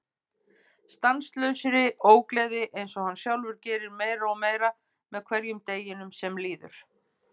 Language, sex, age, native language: Icelandic, female, 50-59, Icelandic